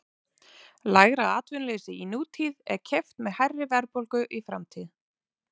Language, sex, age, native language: Icelandic, female, 30-39, Icelandic